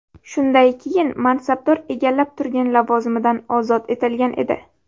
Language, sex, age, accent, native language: Uzbek, female, 12-17, Navoiy, Uzbek